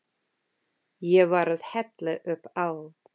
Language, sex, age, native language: Icelandic, female, 50-59, English